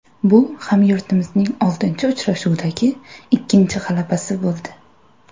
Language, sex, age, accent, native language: Uzbek, female, 18-24, Surxondaryo, Uzbek